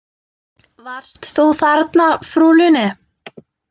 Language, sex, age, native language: Icelandic, female, 20-29, Icelandic